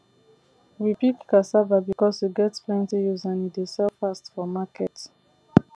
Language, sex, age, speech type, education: Nigerian Pidgin, female, 15-29, spontaneous, tertiary